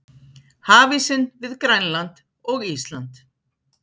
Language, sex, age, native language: Icelandic, female, 50-59, Icelandic